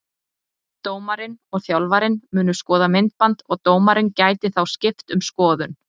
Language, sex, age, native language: Icelandic, female, 30-39, Icelandic